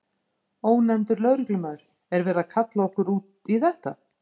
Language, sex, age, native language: Icelandic, female, 50-59, Icelandic